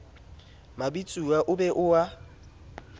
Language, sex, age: Southern Sotho, male, 27